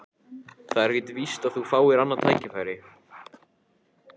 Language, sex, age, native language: Icelandic, male, 14, Icelandic